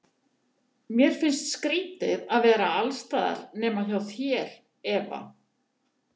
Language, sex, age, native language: Icelandic, female, 70-79, Icelandic